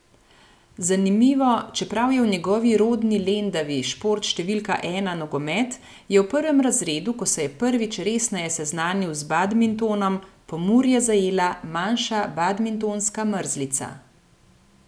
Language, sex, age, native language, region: Slovenian, female, 30-49, Slovenian, Gorenjska region